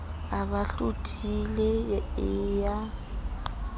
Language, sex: Southern Sotho, female